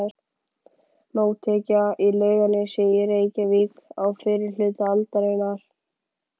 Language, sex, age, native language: Icelandic, male, 11, Icelandic